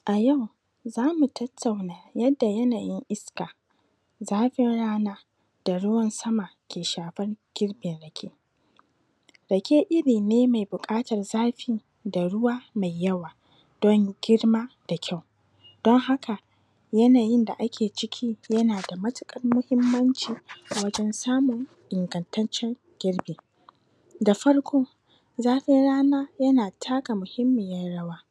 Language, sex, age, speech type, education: Hausa, female, 30-45, spontaneous, tertiary